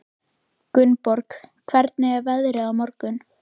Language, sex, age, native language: Icelandic, female, 13, Icelandic